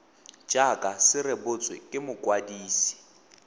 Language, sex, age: Tswana, male, 18